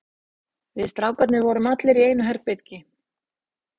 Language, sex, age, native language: Icelandic, female, 60-69, Icelandic